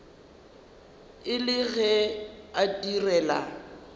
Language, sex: Northern Sotho, female